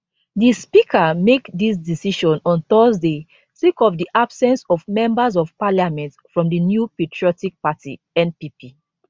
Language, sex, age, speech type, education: Nigerian Pidgin, female, 15-29, spontaneous, tertiary